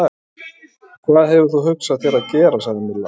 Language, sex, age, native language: Icelandic, male, 30-39, Icelandic